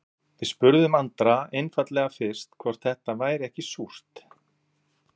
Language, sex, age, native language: Icelandic, male, 40-49, Icelandic